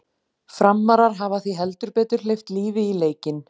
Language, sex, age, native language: Icelandic, female, 40-49, Icelandic